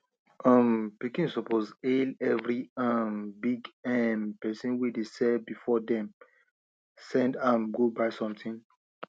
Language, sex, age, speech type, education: Nigerian Pidgin, male, 30-45, spontaneous, tertiary